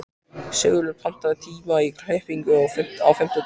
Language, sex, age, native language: Icelandic, male, 14, Icelandic